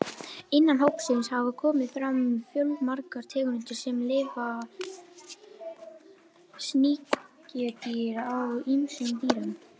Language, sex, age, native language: Icelandic, female, 18-19, Icelandic